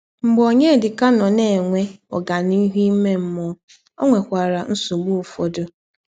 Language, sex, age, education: Igbo, female, 15-29, tertiary